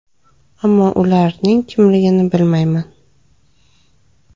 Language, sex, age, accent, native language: Uzbek, female, 25-34, Toshkent shahri, Uzbek